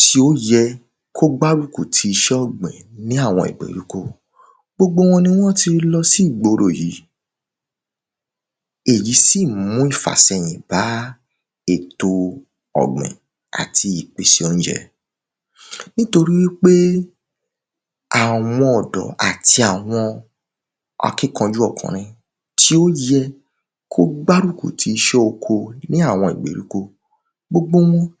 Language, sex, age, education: Yoruba, male, 15-29, tertiary